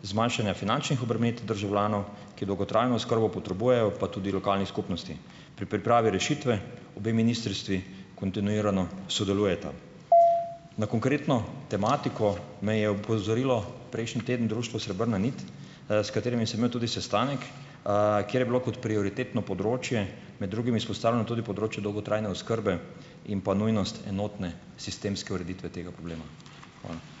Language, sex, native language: Slovenian, male, Slovenian